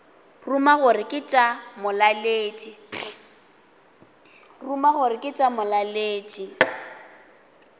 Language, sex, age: Northern Sotho, female, 20